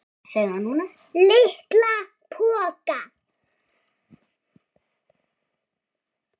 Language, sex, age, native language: Icelandic, male, 7, Icelandic